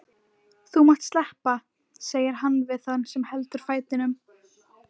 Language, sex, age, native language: Icelandic, female, 11, Icelandic